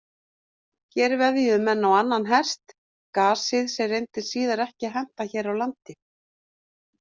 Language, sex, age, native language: Icelandic, female, 50-59, Icelandic